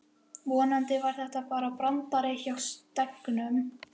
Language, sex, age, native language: Icelandic, female, 11, Icelandic